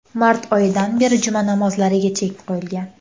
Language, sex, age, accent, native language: Uzbek, female, under 19, Andijon, Uzbek